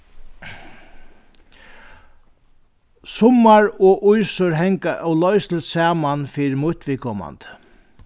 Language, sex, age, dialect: Faroese, male, 61+, Vágar